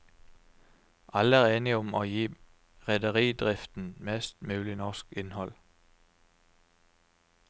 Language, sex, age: Norwegian, male, 29